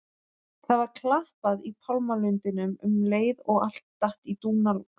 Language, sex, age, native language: Icelandic, female, 30-39, Icelandic